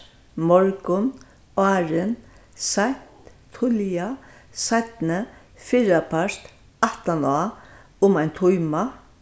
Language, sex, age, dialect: Faroese, female, 61+, Vágar